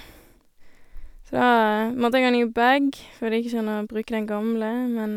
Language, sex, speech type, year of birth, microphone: Norwegian, female, spontaneous, 1988, Sennheiser